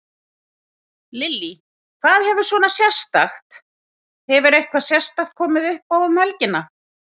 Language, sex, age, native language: Icelandic, female, 30-39, Icelandic